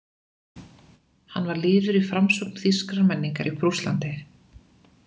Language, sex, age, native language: Icelandic, female, 20-29, Icelandic